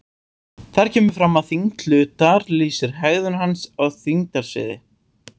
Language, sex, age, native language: Icelandic, male, 18-19, Icelandic